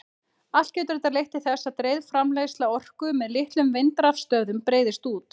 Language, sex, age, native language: Icelandic, female, 30-39, Icelandic